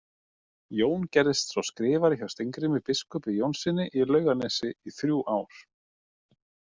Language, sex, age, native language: Icelandic, male, 30-39, Icelandic